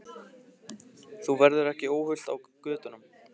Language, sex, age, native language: Icelandic, male, 15, Icelandic